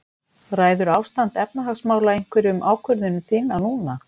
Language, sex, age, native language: Icelandic, female, 50-59, Icelandic